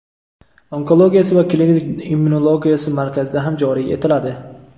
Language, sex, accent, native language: Uzbek, male, Toshkent viloyati, Uzbek